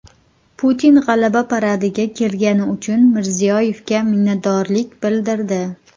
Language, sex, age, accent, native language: Uzbek, female, 30-39, Qoraqalpog'iston, Uzbek